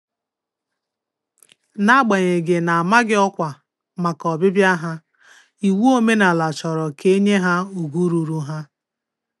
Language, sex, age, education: Igbo, female, 30-45, tertiary